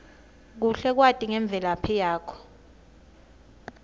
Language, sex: Swati, female